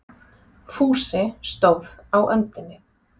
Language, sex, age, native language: Icelandic, female, 40-49, Icelandic